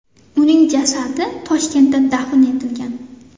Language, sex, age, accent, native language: Uzbek, female, 19-29, Toshkent shahri, Uzbek